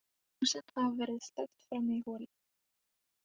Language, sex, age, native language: Icelandic, female, 18-19, Icelandic